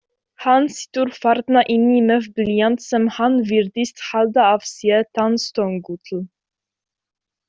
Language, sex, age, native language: Icelandic, female, 18-19, Icelandic